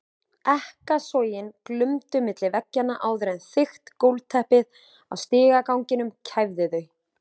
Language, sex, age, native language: Icelandic, female, 20-29, Icelandic